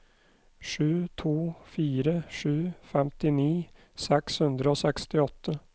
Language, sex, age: Norwegian, male, 29